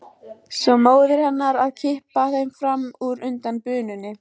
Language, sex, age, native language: Icelandic, female, 14, Icelandic